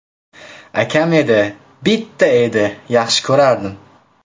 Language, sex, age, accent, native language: Uzbek, male, 18-24, Namangan, Uzbek